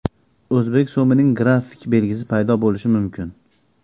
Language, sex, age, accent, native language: Uzbek, male, 25-34, Andijon, Uzbek